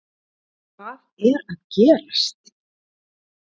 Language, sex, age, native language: Icelandic, female, 30-39, Icelandic